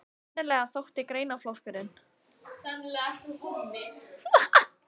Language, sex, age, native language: Icelandic, female, 18-19, Icelandic